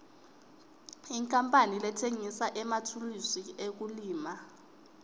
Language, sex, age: Swati, female, 20